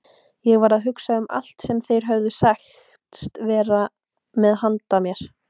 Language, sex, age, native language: Icelandic, female, 18-19, Icelandic